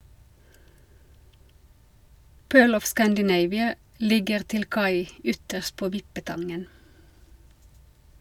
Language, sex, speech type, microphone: Norwegian, female, read, Shure